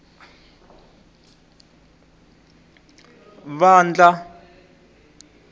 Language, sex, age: Tsonga, male, 20